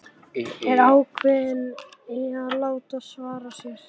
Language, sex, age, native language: Icelandic, female, 11, Icelandic